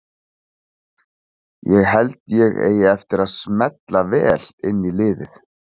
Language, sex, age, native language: Icelandic, male, 40-49, Icelandic